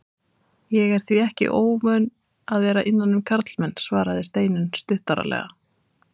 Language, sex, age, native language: Icelandic, female, 30-39, Icelandic